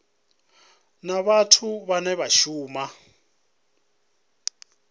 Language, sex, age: Venda, male, 37